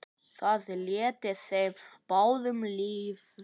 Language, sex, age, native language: Icelandic, male, 9, Icelandic